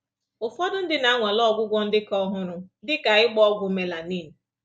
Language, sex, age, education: Igbo, female, 30-45, tertiary